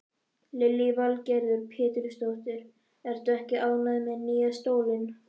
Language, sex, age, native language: Icelandic, male, 11, Icelandic